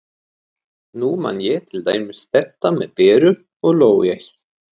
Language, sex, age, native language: Icelandic, male, 30-39, Swedish